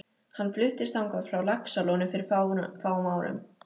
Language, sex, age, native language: Icelandic, female, 13, Icelandic